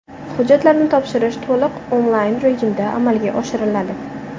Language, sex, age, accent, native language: Uzbek, female, 18-24, Toshkent shahri, Uzbek